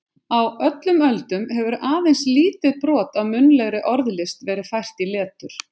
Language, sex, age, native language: Icelandic, female, 50-59, Icelandic